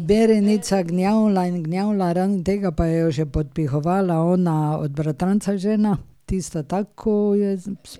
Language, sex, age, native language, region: Slovenian, female, 60+, Slovenian, Drava region